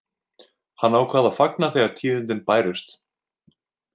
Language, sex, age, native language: Icelandic, male, 20-29, Icelandic